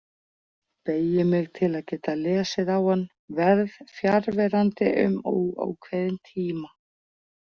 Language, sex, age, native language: Icelandic, female, 40-49, Icelandic